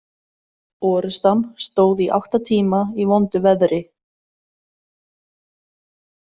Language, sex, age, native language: Icelandic, female, 30-39, Icelandic